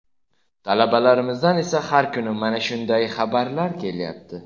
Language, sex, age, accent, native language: Uzbek, male, 18-24, Jizzax, Uzbek